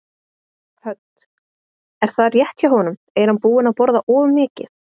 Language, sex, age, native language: Icelandic, female, 20-29, Icelandic